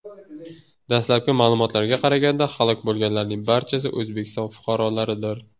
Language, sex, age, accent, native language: Uzbek, male, 18-24, Surxondaryo, Uzbek